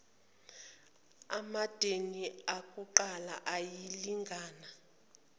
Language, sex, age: Zulu, female, 29